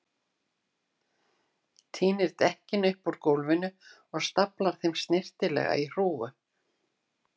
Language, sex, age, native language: Icelandic, female, 60-69, Icelandic